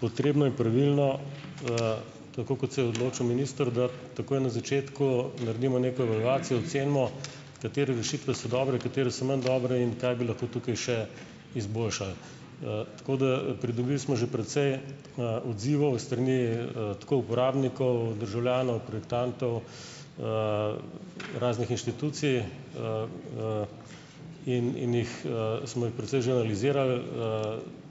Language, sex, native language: Slovenian, male, Slovenian